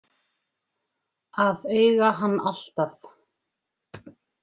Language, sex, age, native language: Icelandic, female, 20-29, Icelandic